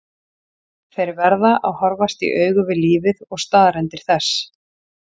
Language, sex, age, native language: Icelandic, female, 40-49, Icelandic